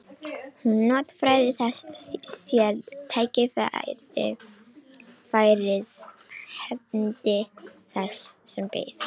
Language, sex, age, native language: Icelandic, female, 18-19, Romanian